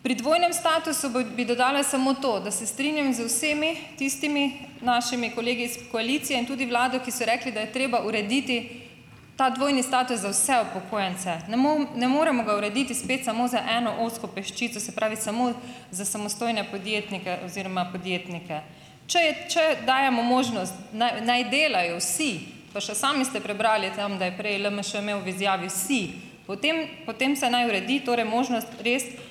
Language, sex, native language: Slovenian, female, Slovenian